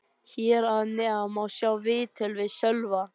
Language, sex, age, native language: Icelandic, male, 20-29, Icelandic